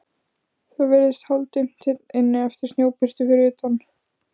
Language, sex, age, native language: Icelandic, female, 15, Icelandic